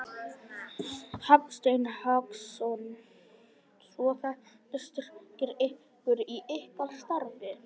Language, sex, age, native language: Icelandic, male, 11, Icelandic